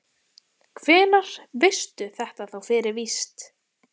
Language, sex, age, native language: Icelandic, female, 14, Icelandic